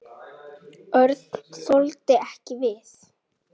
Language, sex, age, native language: Icelandic, female, 10, Icelandic